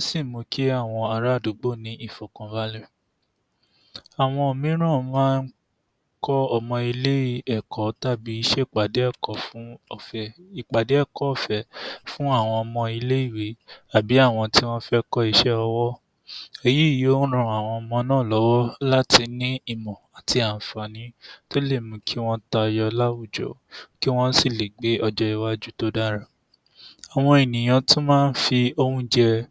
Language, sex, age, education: Yoruba, male, 46-60, tertiary